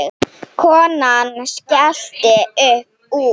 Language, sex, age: Icelandic, female, 7